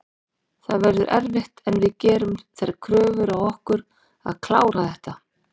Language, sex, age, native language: Icelandic, female, 40-49, Icelandic